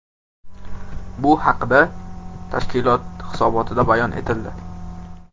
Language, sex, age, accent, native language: Uzbek, male, 18-24, Qashqadaryo, Uzbek